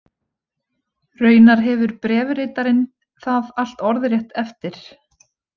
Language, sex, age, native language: Icelandic, female, 20-29, Icelandic